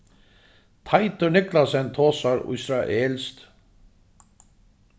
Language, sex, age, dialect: Faroese, male, 36-60, Suðuroy